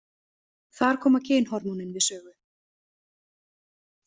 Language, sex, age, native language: Icelandic, female, 20-29, Icelandic